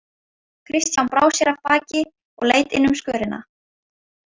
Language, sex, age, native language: Icelandic, female, 15, Icelandic